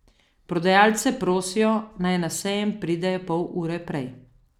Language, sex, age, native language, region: Slovenian, female, 50-59, Slovenian, Southeast Slovenia